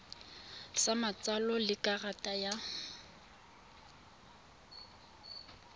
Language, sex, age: Tswana, female, 22